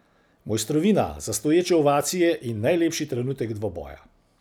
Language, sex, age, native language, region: Slovenian, male, 60+, Slovenian, Central Slovenia